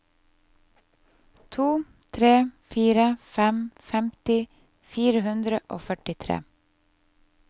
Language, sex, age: Norwegian, female, 30